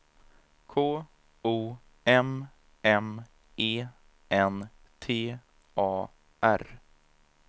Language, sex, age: Swedish, male, 30